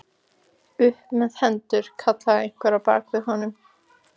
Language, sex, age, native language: Icelandic, female, 14, Icelandic